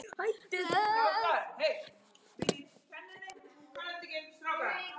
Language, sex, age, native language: Icelandic, male, 9, Icelandic